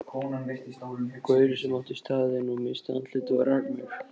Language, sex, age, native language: Icelandic, male, 13, Icelandic